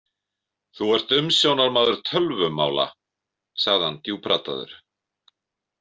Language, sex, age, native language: Icelandic, male, 50-59, Icelandic